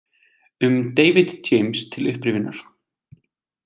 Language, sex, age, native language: Icelandic, male, 20-29, Icelandic